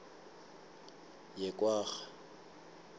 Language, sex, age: South Ndebele, male, 25